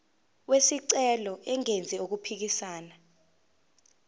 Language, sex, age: Zulu, female, 19